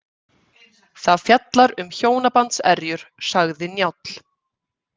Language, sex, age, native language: Icelandic, female, 30-39, Icelandic